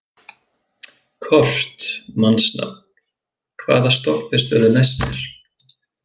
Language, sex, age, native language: Icelandic, male, 20-29, Icelandic